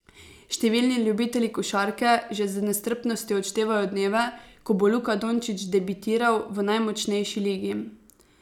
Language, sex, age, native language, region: Slovenian, female, 18-29, Slovenian, Savinja region